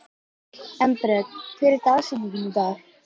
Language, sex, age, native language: Icelandic, female, 11, Icelandic